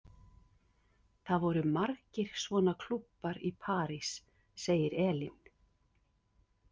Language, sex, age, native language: Icelandic, female, 50-59, Icelandic